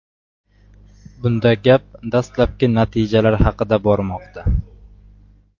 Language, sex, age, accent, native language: Uzbek, male, 18-24, Samarqand, Uzbek